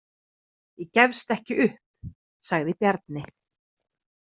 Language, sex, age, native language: Icelandic, female, 30-39, Icelandic